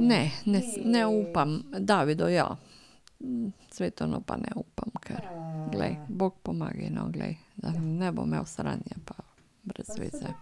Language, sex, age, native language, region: Slovenian, female, 50-59, Slovenian, Carinthia region